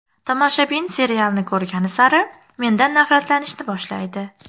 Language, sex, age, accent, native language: Uzbek, female, 18-24, Farg'ona, Uzbek